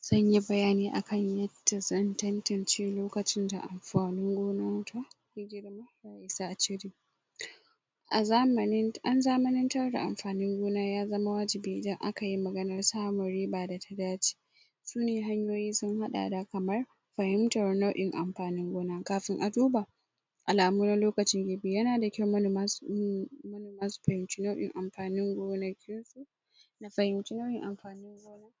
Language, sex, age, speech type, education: Hausa, female, 46-60, spontaneous, secondary